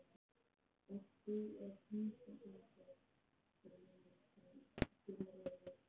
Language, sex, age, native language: Icelandic, male, 13, Icelandic